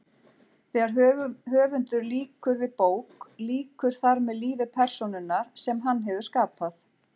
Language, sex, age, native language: Icelandic, female, 40-49, Icelandic